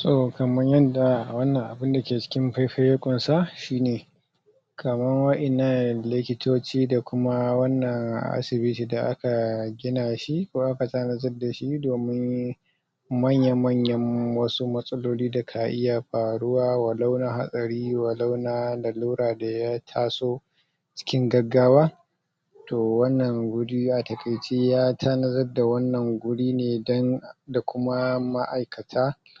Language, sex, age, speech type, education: Hausa, male, 30-45, spontaneous, tertiary